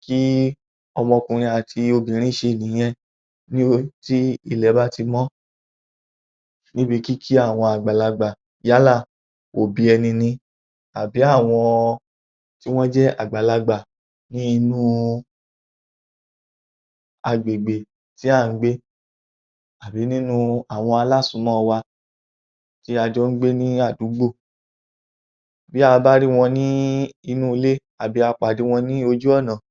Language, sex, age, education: Yoruba, male, 30-45, tertiary